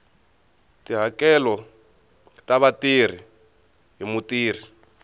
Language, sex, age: Tsonga, male, 23